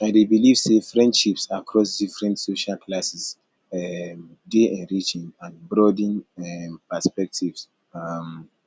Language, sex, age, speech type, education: Nigerian Pidgin, male, 15-29, spontaneous, tertiary